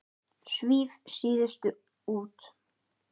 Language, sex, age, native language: Icelandic, male, 10, Icelandic